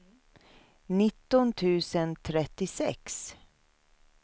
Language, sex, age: Swedish, female, 53